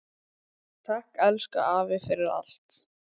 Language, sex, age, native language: Icelandic, male, 10, Icelandic